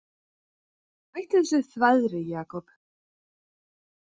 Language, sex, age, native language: Icelandic, female, 40-49, Icelandic